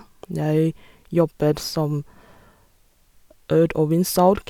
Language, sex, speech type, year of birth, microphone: Norwegian, female, spontaneous, 1987, Sennheiser